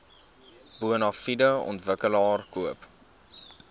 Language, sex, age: Afrikaans, male, 19